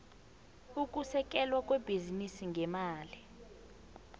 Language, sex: South Ndebele, female